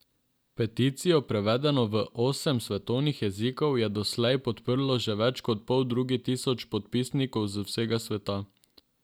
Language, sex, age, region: Slovenian, male, 18-29, Drava region